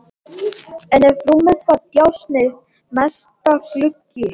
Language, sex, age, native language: Icelandic, male, 18-19, Latvian